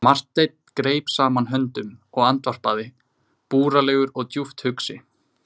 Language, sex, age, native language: Icelandic, male, 20-29, Icelandic